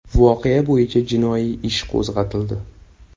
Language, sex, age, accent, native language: Uzbek, male, 18-24, Toshkent shahri, Uzbek